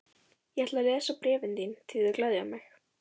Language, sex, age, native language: Icelandic, female, 14, Icelandic